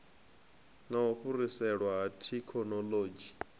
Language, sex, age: Venda, male, 25